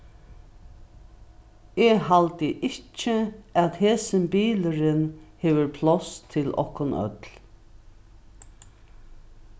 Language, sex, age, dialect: Faroese, female, 61+, Norðuroyggjar